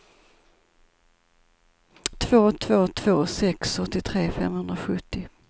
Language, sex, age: Swedish, female, 54